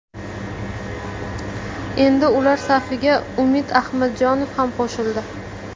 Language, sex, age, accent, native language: Uzbek, female, 18-24, Jizzax, Uzbek